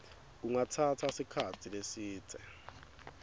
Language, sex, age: Swati, male, 22